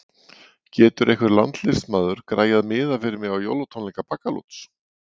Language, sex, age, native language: Icelandic, male, 40-49, Icelandic